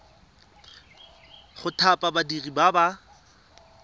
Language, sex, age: Tswana, male, 22